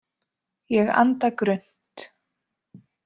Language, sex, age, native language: Icelandic, female, 20-29, Icelandic